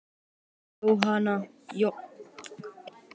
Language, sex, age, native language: Icelandic, male, 10, Icelandic